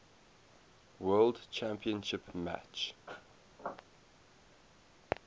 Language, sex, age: English, male, 18